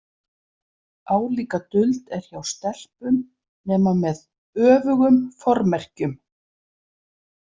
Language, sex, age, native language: Icelandic, female, 40-49, Icelandic